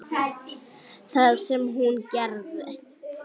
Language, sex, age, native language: Icelandic, female, 8, Icelandic